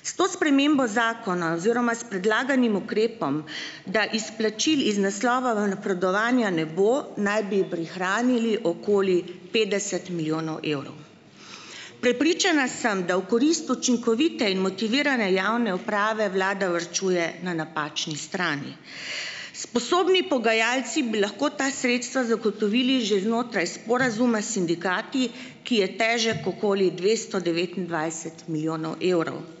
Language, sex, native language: Slovenian, female, Slovenian